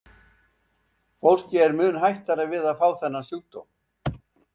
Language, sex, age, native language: Icelandic, male, 70-79, Icelandic